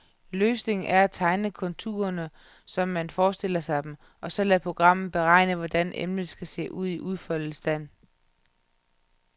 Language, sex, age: Danish, female, 31